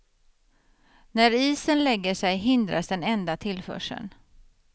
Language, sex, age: Swedish, female, 50